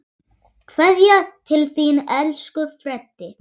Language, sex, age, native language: Icelandic, male, 8, Icelandic